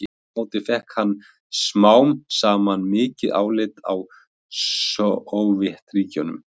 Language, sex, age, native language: Icelandic, male, 20-29, Icelandic